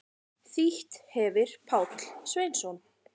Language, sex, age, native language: Icelandic, female, 40-49, Icelandic